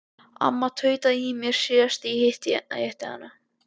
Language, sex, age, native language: Icelandic, male, 12, Icelandic